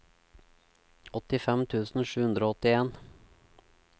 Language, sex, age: Norwegian, male, 36